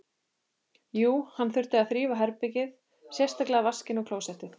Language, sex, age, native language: Icelandic, male, 12, Icelandic